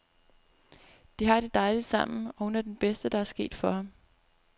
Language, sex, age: Danish, female, 25